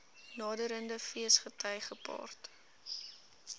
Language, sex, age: Afrikaans, female, 19